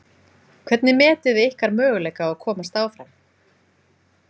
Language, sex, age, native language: Icelandic, female, 20-29, Icelandic